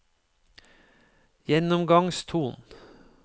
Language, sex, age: Norwegian, male, 53